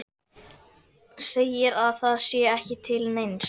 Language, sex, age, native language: Icelandic, female, 11, Icelandic